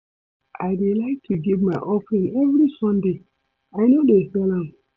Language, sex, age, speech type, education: Nigerian Pidgin, male, 30-45, read, secondary